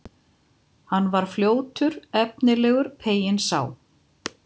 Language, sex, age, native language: Icelandic, female, 50-59, Icelandic